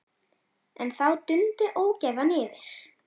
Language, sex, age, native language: Icelandic, female, 10, Icelandic